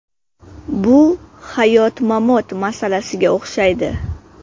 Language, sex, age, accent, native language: Uzbek, female, 18-24, Qashqadaryo, Uzbek